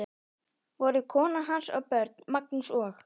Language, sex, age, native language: Icelandic, female, 12, Icelandic